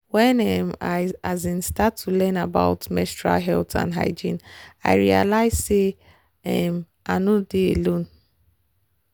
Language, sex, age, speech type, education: Nigerian Pidgin, female, 30-45, spontaneous, tertiary